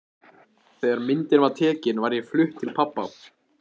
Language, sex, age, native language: Icelandic, male, 14, Icelandic